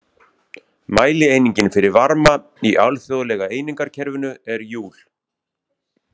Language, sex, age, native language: Icelandic, male, 40-49, Icelandic